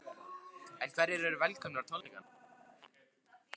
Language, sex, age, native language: Icelandic, male, 15, Icelandic